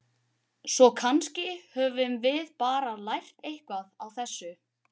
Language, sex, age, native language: Icelandic, male, 12, Icelandic